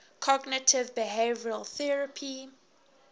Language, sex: English, female